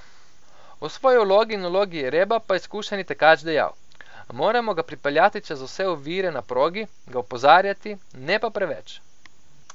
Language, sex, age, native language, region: Slovenian, male, 18-29, Slovenian, Coastal Karst region